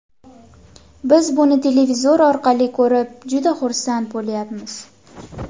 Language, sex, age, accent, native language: Uzbek, female, 19-29, Andijon, Uzbek